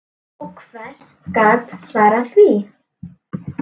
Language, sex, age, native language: Icelandic, female, 10, Icelandic